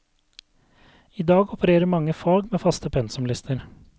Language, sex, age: Norwegian, male, 32